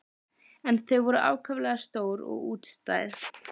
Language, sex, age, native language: Icelandic, female, 12, Icelandic